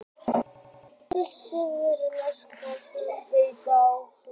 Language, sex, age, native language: Icelandic, female, 30-39, Icelandic